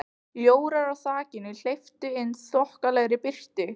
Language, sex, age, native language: Icelandic, other, 15, Icelandic